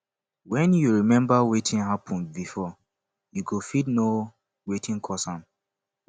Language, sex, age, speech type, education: Nigerian Pidgin, male, 15-29, spontaneous, tertiary